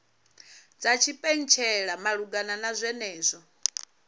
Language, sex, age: Venda, female, 34